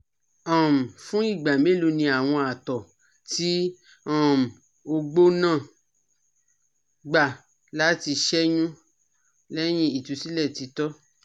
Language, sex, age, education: Yoruba, female, 30-45, tertiary